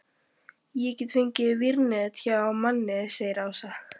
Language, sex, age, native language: Icelandic, female, 12, Icelandic